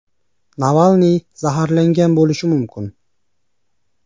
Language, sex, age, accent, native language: Uzbek, male, 19-29, Qashqadaryo, Uzbek